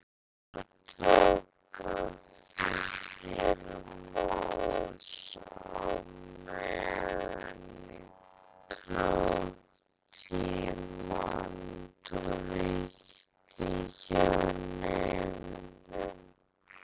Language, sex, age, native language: Icelandic, female, 18-19, Icelandic